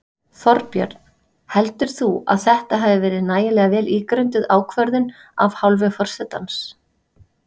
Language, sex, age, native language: Icelandic, female, 30-39, Icelandic